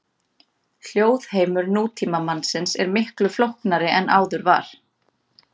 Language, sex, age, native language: Icelandic, female, 30-39, Icelandic